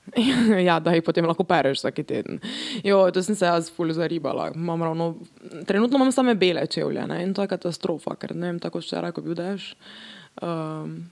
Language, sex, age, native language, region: Slovenian, female, 18-29, Slovenian, Drava region